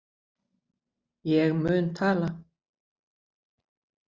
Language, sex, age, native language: Icelandic, female, 60-69, Icelandic